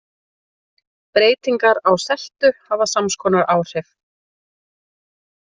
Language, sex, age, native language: Icelandic, female, 30-39, Icelandic